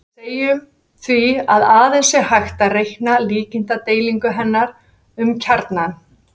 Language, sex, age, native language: Icelandic, female, 50-59, Icelandic